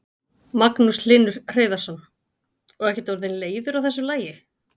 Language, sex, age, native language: Icelandic, female, 40-49, Icelandic